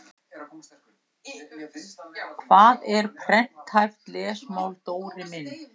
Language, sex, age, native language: Icelandic, female, 60-69, Icelandic